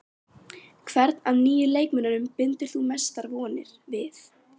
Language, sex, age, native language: Icelandic, female, 12, Icelandic